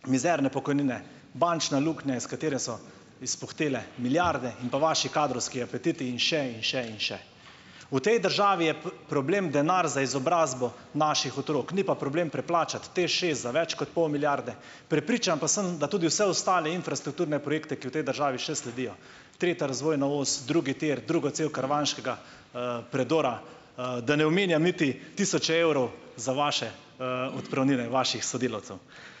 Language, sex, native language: Slovenian, male, Slovenian